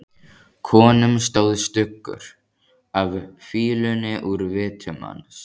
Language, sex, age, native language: Icelandic, male, 14, Icelandic